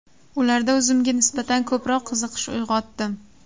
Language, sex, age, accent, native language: Uzbek, female, 18-24, Surxondaryo, Uzbek